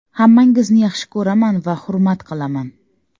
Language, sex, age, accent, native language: Uzbek, female, 35+, Samarqand, Uzbek